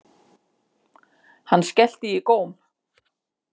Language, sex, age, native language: Icelandic, female, 50-59, Icelandic